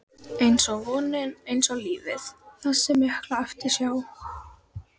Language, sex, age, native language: Icelandic, female, 12, Icelandic